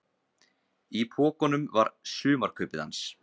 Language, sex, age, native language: Icelandic, male, 20-29, Icelandic